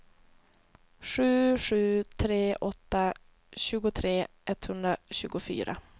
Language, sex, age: Swedish, female, 28